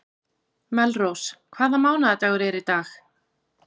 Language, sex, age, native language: Icelandic, female, 40-49, Icelandic